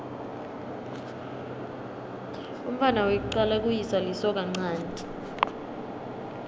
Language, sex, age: Swati, female, 23